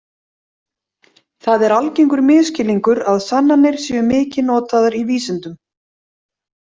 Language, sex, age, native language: Icelandic, female, 40-49, Icelandic